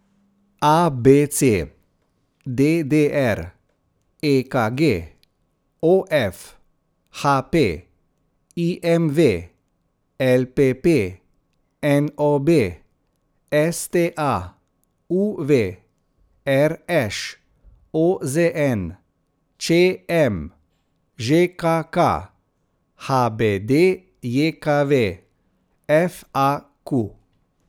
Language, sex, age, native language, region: Slovenian, male, 30-49, Slovenian, Central Slovenia